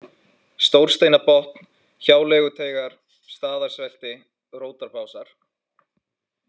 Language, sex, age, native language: Icelandic, male, 20-29, Icelandic